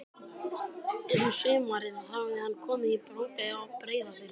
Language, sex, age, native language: Icelandic, male, 12, Icelandic